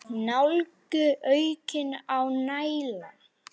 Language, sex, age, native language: Icelandic, male, 9, Icelandic